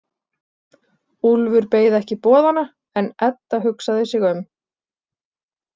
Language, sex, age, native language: Icelandic, female, 40-49, Icelandic